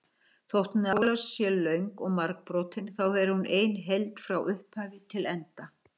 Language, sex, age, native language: Icelandic, female, 60-69, Icelandic